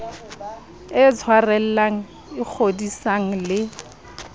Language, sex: Southern Sotho, female